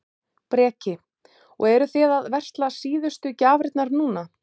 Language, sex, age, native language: Icelandic, female, 30-39, Icelandic